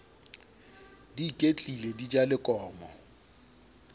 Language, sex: Southern Sotho, male